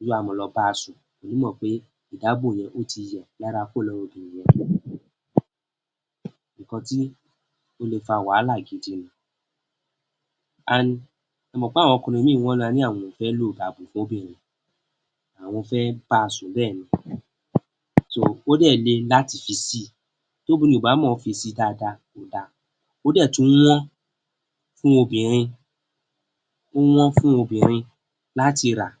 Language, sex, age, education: Yoruba, female, 46-60, tertiary